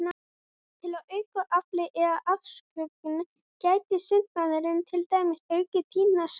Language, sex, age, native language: Icelandic, female, 20-29, Icelandic